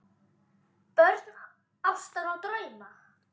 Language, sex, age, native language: Icelandic, female, 10, Icelandic